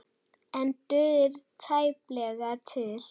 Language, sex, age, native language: Icelandic, female, 9, Icelandic